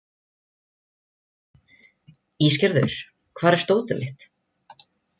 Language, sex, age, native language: Icelandic, other, 20-29, Icelandic